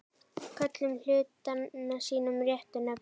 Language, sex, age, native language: Icelandic, female, 10, Icelandic